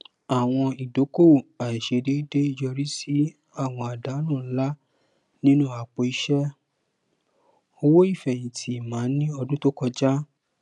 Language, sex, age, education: Yoruba, male, 30-45, tertiary